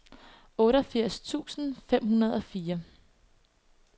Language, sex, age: Danish, female, 21